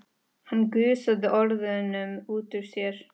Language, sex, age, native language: Icelandic, female, 13, Spanish